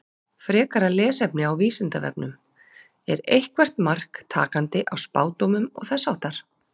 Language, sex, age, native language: Icelandic, female, 40-49, Icelandic